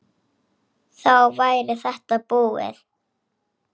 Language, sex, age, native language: Icelandic, female, 7, Icelandic